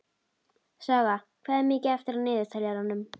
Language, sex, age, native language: Icelandic, female, 12, Icelandic